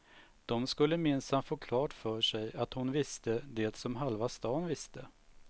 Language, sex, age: Swedish, male, 45